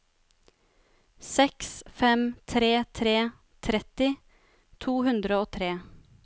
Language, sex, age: Norwegian, female, 33